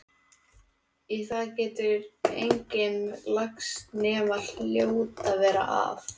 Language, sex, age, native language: Icelandic, male, 18-19, Icelandic